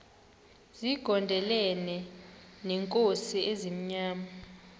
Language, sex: Xhosa, male